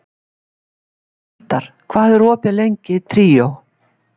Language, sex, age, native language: Icelandic, female, 70-79, Icelandic